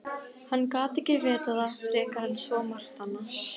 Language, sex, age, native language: Icelandic, female, 12, Icelandic